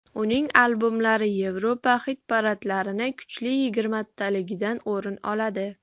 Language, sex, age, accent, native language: Uzbek, female, 40-49, Farg'ona, Uzbek